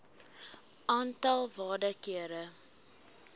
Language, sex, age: Afrikaans, female, 19